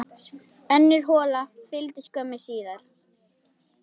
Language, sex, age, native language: Icelandic, female, 10, Icelandic